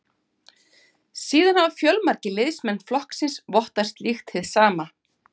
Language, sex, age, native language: Icelandic, female, 50-59, Icelandic